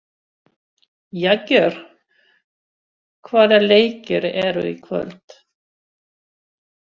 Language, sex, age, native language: Icelandic, female, 60-69, Swedish